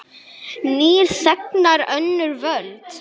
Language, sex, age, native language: Icelandic, male, 9, Icelandic